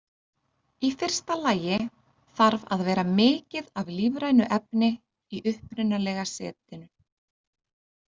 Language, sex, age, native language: Icelandic, female, 30-39, Icelandic